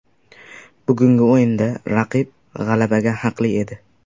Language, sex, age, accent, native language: Uzbek, male, 18-24, Sirdaryo, Uzbek